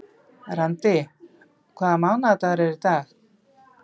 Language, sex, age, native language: Icelandic, female, 50-59, Icelandic